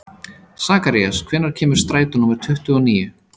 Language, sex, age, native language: Icelandic, male, 30-39, Icelandic